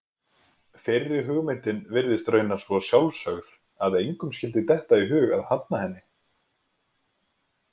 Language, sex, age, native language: Icelandic, male, 20-29, Icelandic